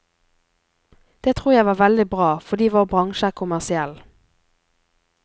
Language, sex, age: Norwegian, female, 24